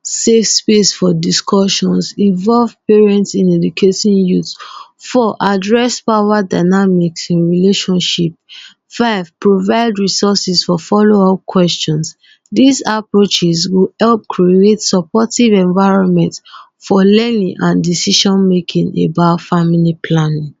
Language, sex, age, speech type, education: Nigerian Pidgin, female, 15-29, spontaneous, tertiary